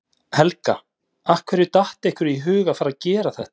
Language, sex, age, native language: Icelandic, male, 40-49, Icelandic